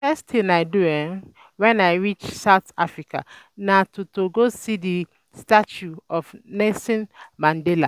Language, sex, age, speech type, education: Nigerian Pidgin, female, 15-29, spontaneous, tertiary